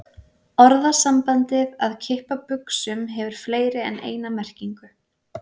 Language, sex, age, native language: Icelandic, female, 20-29, Icelandic